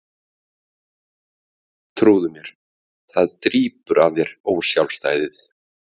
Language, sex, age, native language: Icelandic, male, 50-59, Icelandic